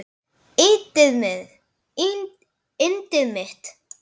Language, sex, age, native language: Icelandic, male, 10, Icelandic